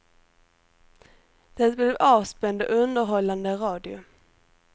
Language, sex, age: Swedish, female, 18